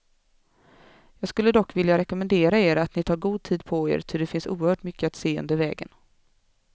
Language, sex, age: Swedish, female, 24